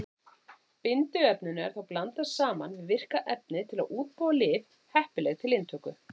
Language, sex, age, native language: Icelandic, female, 40-49, Icelandic